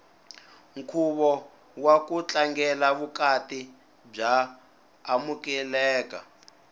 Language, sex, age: Tsonga, male, 19